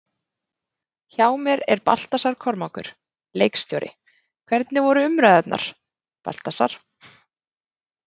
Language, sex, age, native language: Icelandic, female, 30-39, Icelandic